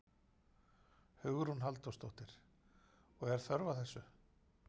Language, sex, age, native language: Icelandic, male, 40-49, Icelandic